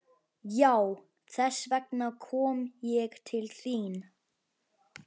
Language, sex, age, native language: Icelandic, male, 11, Icelandic